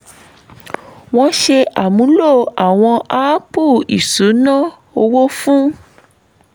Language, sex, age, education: Yoruba, female, 15-29, tertiary